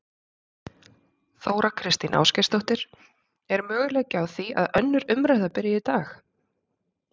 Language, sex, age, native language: Icelandic, female, 30-39, Icelandic